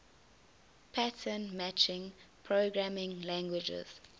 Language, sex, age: English, female, 20